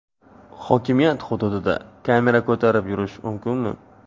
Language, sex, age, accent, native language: Uzbek, male, 18-24, Navoiy, Uzbek